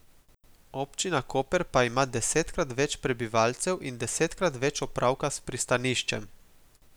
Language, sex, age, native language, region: Slovenian, male, 18-29, Slovenian, Gorica region